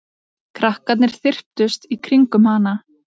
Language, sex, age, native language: Icelandic, female, 30-39, Icelandic